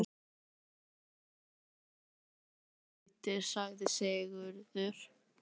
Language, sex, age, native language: Icelandic, other, 11, Icelandic